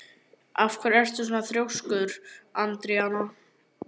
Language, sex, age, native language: Icelandic, male, 11, Icelandic